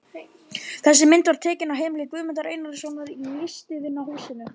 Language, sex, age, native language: Icelandic, male, 12, Icelandic